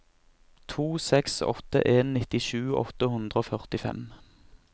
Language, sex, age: Norwegian, male, 24